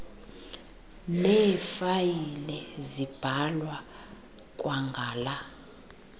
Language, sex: Xhosa, female